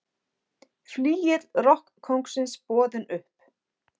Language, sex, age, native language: Icelandic, female, 40-49, Icelandic